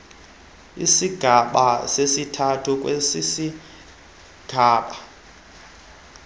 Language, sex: Xhosa, male